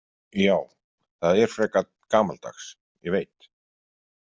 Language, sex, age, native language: Icelandic, male, 50-59, Icelandic